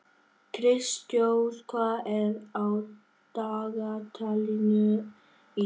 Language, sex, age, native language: Icelandic, male, 11, Vietnamese